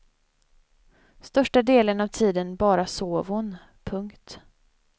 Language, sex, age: Swedish, female, 25